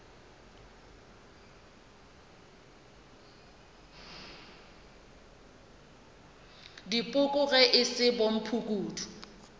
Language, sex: Northern Sotho, female